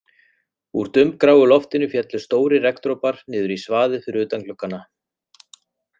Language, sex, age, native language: Icelandic, male, 40-49, Icelandic